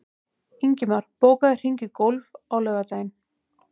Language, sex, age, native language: Icelandic, female, 30-39, Icelandic